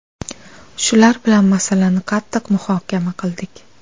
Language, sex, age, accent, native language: Uzbek, female, 25-34, Navoiy, Uzbek